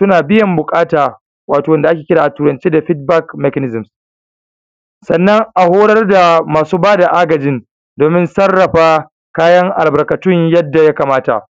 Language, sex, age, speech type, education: Hausa, male, 15-29, spontaneous, primary